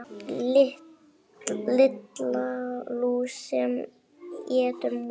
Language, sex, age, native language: Icelandic, female, 8, Icelandic